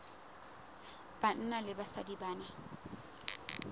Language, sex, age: Southern Sotho, female, 19